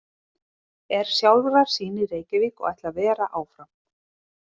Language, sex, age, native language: Icelandic, female, 30-39, Icelandic